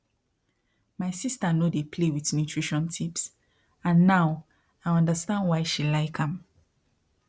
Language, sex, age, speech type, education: Nigerian Pidgin, female, 15-29, spontaneous, tertiary